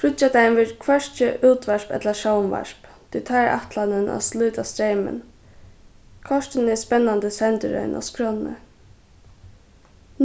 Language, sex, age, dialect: Faroese, female, 15-35, Suðurstreymoy